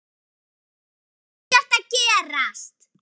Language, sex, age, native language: Icelandic, female, 10, Icelandic